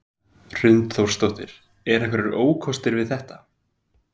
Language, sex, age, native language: Icelandic, male, 20-29, Icelandic